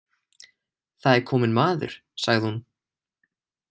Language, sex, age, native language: Icelandic, male, 18-19, Icelandic